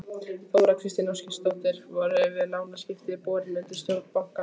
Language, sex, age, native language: Icelandic, female, 15, Icelandic